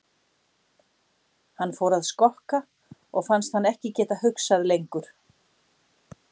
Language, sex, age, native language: Icelandic, female, 60-69, Icelandic